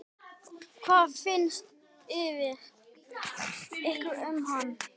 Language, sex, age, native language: Icelandic, male, 10, Icelandic